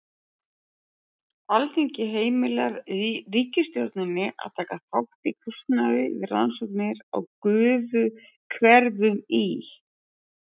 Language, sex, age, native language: Icelandic, female, 40-49, Icelandic